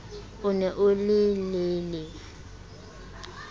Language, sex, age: Southern Sotho, female, 22